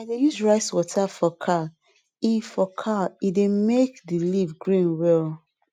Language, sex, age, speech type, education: Nigerian Pidgin, female, 30-45, spontaneous, tertiary